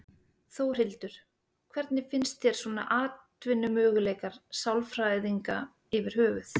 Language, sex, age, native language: Icelandic, female, 30-39, Icelandic